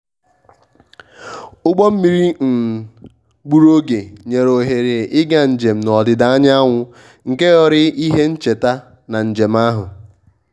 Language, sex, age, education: Igbo, male, 15-29, tertiary